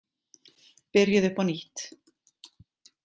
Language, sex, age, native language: Icelandic, female, 40-49, Icelandic